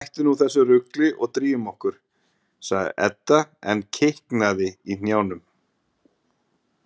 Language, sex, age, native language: Icelandic, male, 40-49, Icelandic